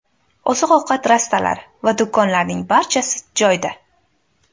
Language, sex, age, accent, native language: Uzbek, female, 18-24, Andijon, Uzbek